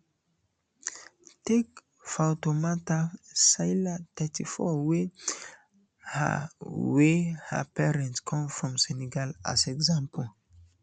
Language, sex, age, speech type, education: Nigerian Pidgin, male, 15-29, spontaneous, tertiary